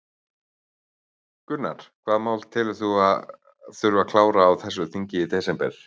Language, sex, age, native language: Icelandic, male, 30-39, Icelandic